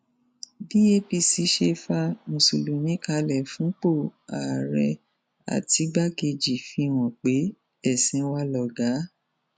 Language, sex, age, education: Yoruba, female, 46-60, tertiary